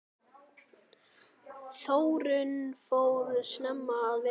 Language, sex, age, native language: Icelandic, male, 9, Icelandic